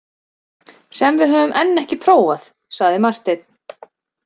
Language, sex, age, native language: Icelandic, female, 30-39, Icelandic